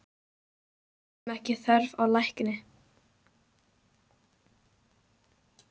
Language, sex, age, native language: Icelandic, male, 10, Icelandic